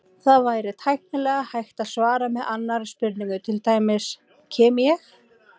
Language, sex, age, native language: Icelandic, female, 18-19, Icelandic